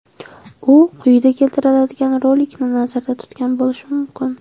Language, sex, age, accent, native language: Uzbek, female, under 19, Jizzax, Uzbek